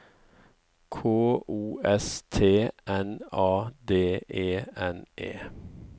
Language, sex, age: Norwegian, male, 54